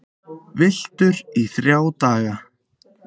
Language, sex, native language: Icelandic, other, Icelandic